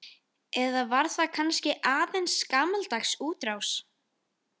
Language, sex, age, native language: Icelandic, female, 13, Icelandic